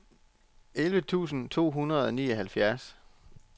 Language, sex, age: Danish, male, 34